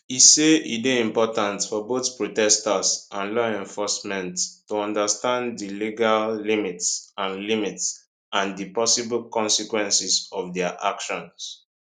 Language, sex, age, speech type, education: Nigerian Pidgin, male, 15-29, spontaneous, secondary